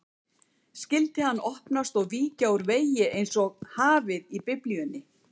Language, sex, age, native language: Icelandic, female, 70-79, Icelandic